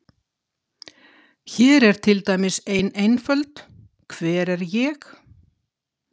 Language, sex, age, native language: Icelandic, female, 60-69, Icelandic